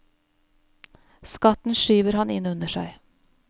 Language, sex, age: Norwegian, female, 41